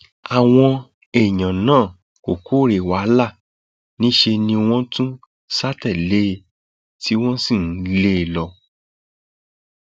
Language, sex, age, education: Yoruba, male, 30-45, tertiary